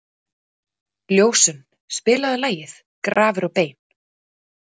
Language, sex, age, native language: Icelandic, female, 40-49, Icelandic